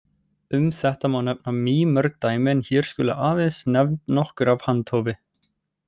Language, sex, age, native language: Icelandic, male, 18-19, Icelandic